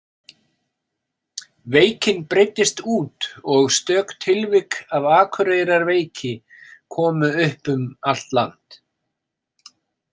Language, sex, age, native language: Icelandic, male, 50-59, Icelandic